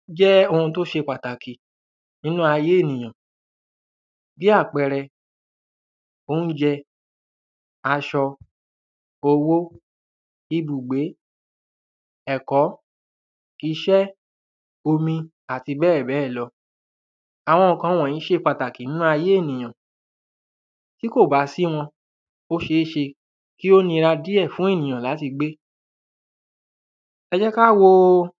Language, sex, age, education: Yoruba, male, 15-29, tertiary